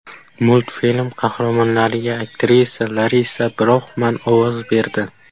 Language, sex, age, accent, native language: Uzbek, male, 12-17, Qashqadaryo, Uzbek